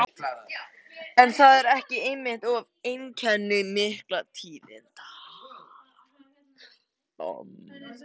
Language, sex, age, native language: Icelandic, male, 13, Icelandic